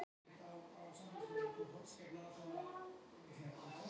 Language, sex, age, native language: Icelandic, female, 50-59, Icelandic